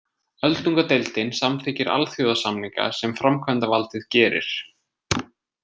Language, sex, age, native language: Icelandic, male, 20-29, Icelandic